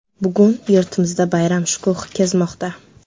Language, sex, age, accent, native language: Uzbek, female, 12-17, Samarqand, Uzbek